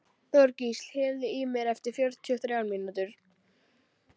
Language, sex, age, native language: Icelandic, female, 12, Icelandic